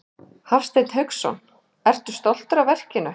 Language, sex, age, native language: Icelandic, male, 11, Icelandic